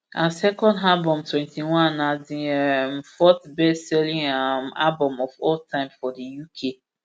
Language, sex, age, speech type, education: Nigerian Pidgin, female, 30-45, spontaneous, tertiary